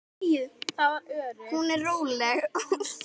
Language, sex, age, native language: Icelandic, female, 10, Icelandic